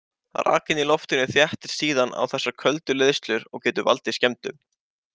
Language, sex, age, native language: Icelandic, male, 18-19, Icelandic